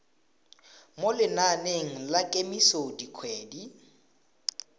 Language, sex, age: Tswana, male, 18